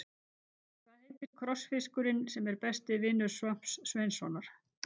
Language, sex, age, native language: Icelandic, female, 50-59, Icelandic